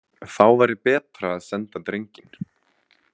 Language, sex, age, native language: Icelandic, male, 20-29, Icelandic